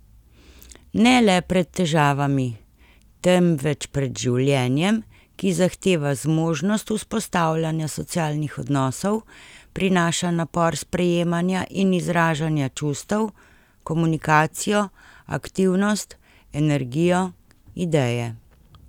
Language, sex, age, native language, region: Slovenian, female, 50-59, Slovenian, Central Slovenia